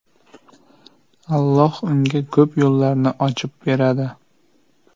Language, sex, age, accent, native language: Uzbek, male, 18-24, Toshkent viloyati, Uzbek